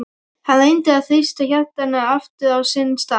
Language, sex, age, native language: Icelandic, female, 12, Icelandic